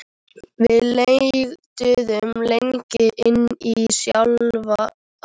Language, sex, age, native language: Icelandic, female, 13, Icelandic